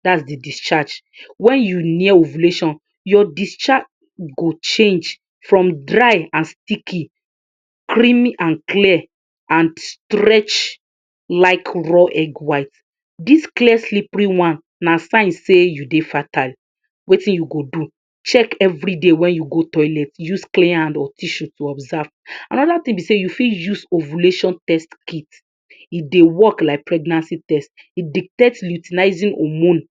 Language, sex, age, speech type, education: Nigerian Pidgin, female, 46-60, spontaneous, tertiary